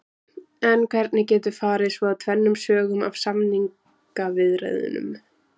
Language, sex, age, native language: Icelandic, male, 20-29, Icelandic